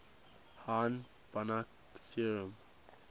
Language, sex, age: English, male, 19